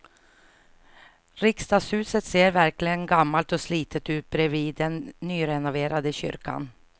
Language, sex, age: Swedish, female, 49